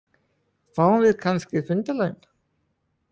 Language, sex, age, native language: Icelandic, male, 20-29, Icelandic